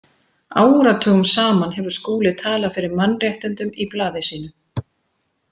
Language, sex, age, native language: Icelandic, female, 40-49, Icelandic